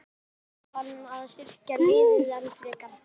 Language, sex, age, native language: Icelandic, male, 11, Icelandic